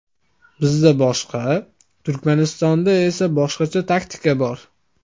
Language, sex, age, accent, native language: Uzbek, male, 18-24, Andijon, Uzbek